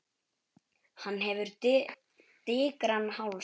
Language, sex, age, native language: Icelandic, male, 9, Icelandic